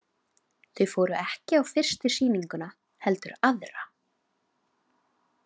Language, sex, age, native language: Icelandic, female, 18-19, Icelandic